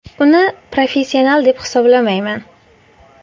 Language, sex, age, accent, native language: Uzbek, female, 19-29, Qashqadaryo, Uzbek